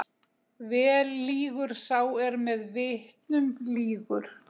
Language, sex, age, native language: Icelandic, female, 60-69, Icelandic